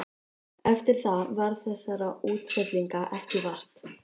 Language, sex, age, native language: Icelandic, female, 13, Icelandic